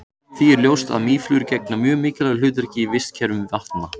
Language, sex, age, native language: Icelandic, male, 18-19, Icelandic